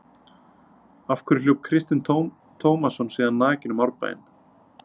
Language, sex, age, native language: Icelandic, male, 30-39, Icelandic